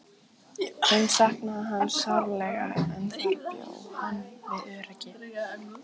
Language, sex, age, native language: Icelandic, female, 14, Icelandic